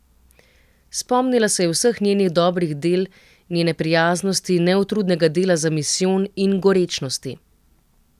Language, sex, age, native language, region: Slovenian, female, 30-49, Slovenian, Central Slovenia